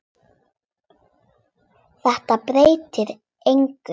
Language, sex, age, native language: Icelandic, other, 8, Icelandic